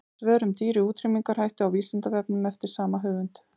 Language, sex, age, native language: Icelandic, female, 40-49, Icelandic